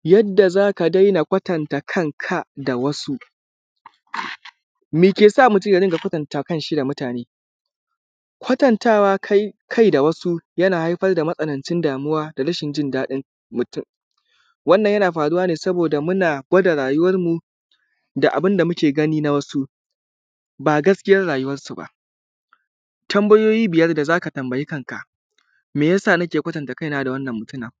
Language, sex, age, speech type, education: Hausa, male, 15-29, spontaneous, tertiary